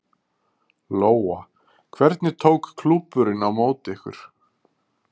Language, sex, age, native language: Icelandic, male, 30-39, Icelandic